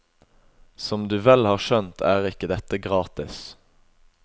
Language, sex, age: Norwegian, male, 21